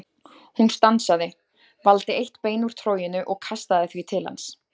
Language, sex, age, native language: Icelandic, female, 20-29, Icelandic